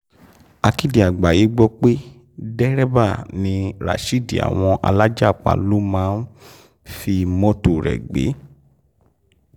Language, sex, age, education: Yoruba, male, 15-29, tertiary